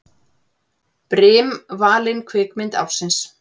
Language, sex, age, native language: Icelandic, female, 40-49, Icelandic